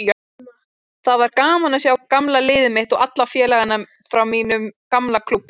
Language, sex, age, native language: Icelandic, female, 20-29, Icelandic